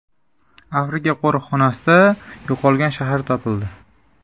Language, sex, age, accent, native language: Uzbek, male, 18-24, Andijon, Uzbek